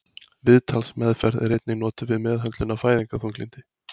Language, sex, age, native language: Icelandic, male, 20-29, Icelandic